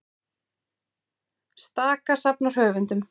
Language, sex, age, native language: Icelandic, female, 40-49, Icelandic